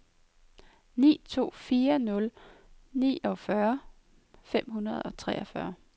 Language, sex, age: Danish, female, 23